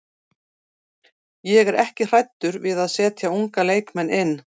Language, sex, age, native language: Icelandic, female, 40-49, Icelandic